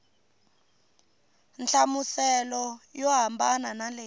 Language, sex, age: Tsonga, female, 19